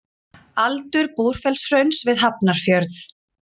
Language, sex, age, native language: Icelandic, female, 40-49, Icelandic